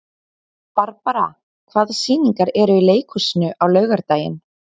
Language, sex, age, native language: Icelandic, female, 20-29, Icelandic